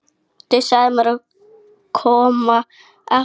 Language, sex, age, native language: Icelandic, female, 15, Icelandic